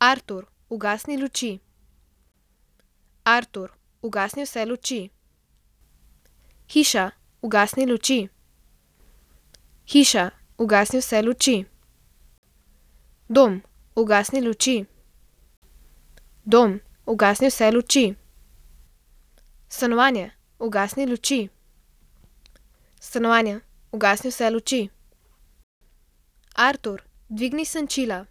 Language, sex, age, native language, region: Slovenian, female, 12-17, Slovenian, Central Slovenia